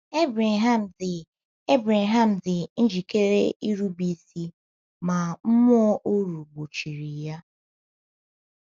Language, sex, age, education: Igbo, female, 15-29, tertiary